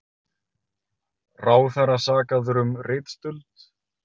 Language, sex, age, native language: Icelandic, male, 30-39, Icelandic